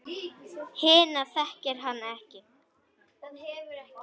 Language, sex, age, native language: Icelandic, female, 10, Icelandic